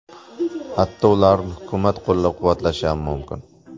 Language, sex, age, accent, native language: Uzbek, male, 25-34, Surxondaryo, Uzbek